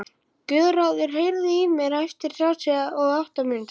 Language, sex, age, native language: Icelandic, male, 11, Icelandic